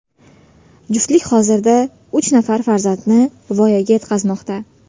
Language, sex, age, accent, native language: Uzbek, female, 18-24, Sirdaryo, Uzbek